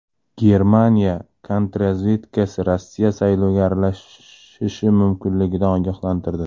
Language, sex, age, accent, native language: Uzbek, male, 18-24, Toshkent shahri, Uzbek